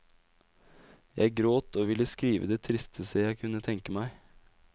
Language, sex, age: Norwegian, male, 20